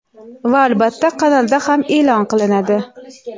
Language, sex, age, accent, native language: Uzbek, female, 18-24, Xorazm, Uzbek